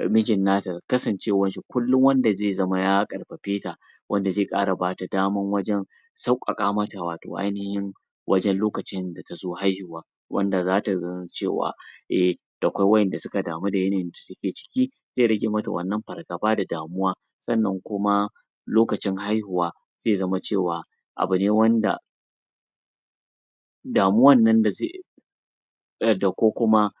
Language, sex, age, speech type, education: Hausa, male, 30-45, spontaneous, tertiary